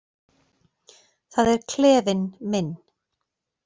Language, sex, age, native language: Icelandic, female, 40-49, Icelandic